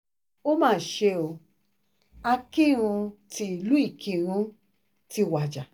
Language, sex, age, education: Yoruba, female, 30-45, tertiary